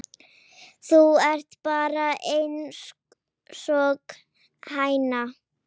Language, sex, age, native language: Icelandic, male, 10, Icelandic